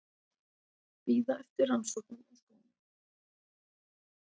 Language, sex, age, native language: Icelandic, female, 40-49, Icelandic